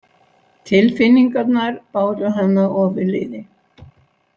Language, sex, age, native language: Icelandic, female, 60-69, Icelandic